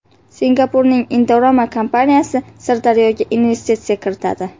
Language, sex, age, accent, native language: Uzbek, female, 18-24, Qashqadaryo, Uzbek